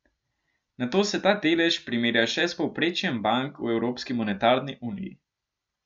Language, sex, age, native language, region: Slovenian, male, 12-17, Slovenian, Gorenjska region